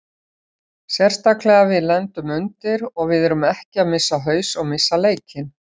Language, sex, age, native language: Icelandic, female, 60-69, Icelandic